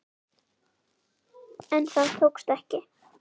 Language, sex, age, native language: Icelandic, female, 9, Icelandic